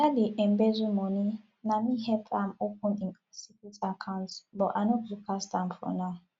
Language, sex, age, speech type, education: Nigerian Pidgin, female, 15-29, spontaneous, tertiary